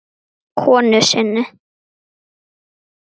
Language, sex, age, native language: Icelandic, female, 9, Icelandic